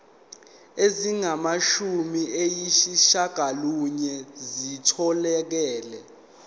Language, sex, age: Zulu, male, 19